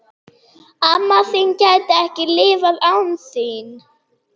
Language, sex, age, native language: Icelandic, female, 30-39, German